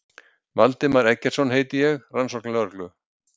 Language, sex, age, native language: Icelandic, male, 60-69, Icelandic